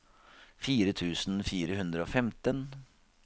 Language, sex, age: Norwegian, male, 52